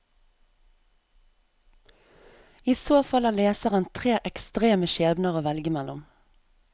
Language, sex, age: Norwegian, female, 34